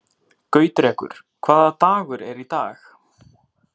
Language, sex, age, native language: Icelandic, male, 30-39, Icelandic